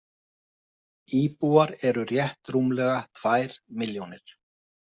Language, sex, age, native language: Icelandic, male, 50-59, Icelandic